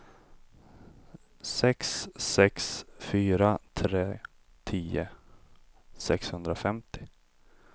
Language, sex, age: Swedish, male, 25